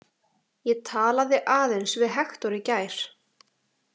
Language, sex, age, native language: Icelandic, female, 18-19, Icelandic